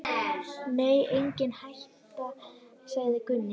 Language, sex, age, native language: Icelandic, female, 10, Icelandic